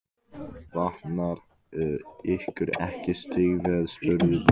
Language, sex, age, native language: Icelandic, male, 15, Icelandic